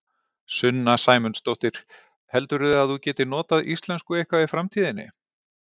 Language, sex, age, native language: Icelandic, male, 40-49, Icelandic